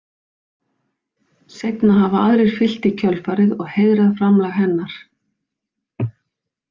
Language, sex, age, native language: Icelandic, female, 50-59, Icelandic